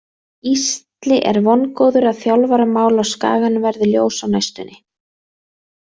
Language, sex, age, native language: Icelandic, female, 30-39, Icelandic